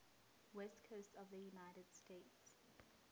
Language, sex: English, female